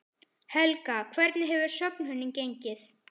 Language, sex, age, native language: Icelandic, male, 10, Icelandic